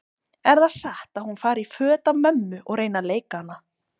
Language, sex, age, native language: Icelandic, female, 20-29, Icelandic